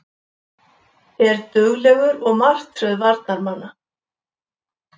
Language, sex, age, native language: Icelandic, female, 70-79, Icelandic